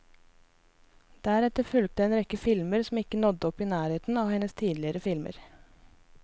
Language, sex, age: Norwegian, female, 24